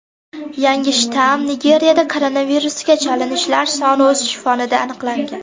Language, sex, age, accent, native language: Uzbek, female, under 19, Namangan, Uzbek